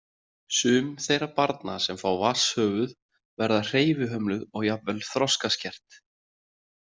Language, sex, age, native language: Icelandic, male, 30-39, Icelandic